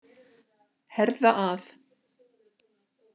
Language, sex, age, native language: Icelandic, female, 60-69, Icelandic